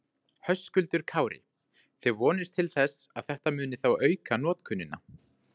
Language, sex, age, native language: Icelandic, male, 20-29, Icelandic